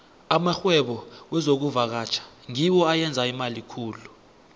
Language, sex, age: South Ndebele, male, 21